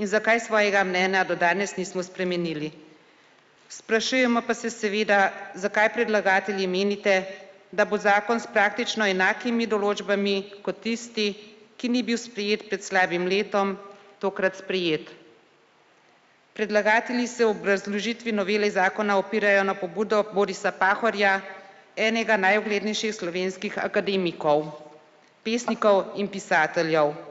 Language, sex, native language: Slovenian, female, Slovenian